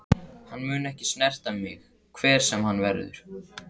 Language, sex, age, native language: Icelandic, male, 14, Icelandic